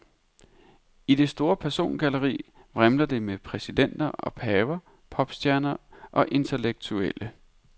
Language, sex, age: Danish, male, 31